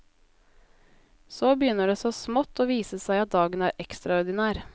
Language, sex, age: Norwegian, female, 20